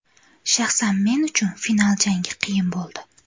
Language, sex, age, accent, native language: Uzbek, female, 18-24, Qashqadaryo, Uzbek